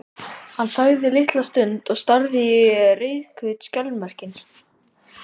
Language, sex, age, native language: Icelandic, male, 11, Icelandic